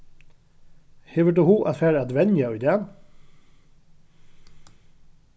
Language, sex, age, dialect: Faroese, male, 36-60, Norðuroyggjar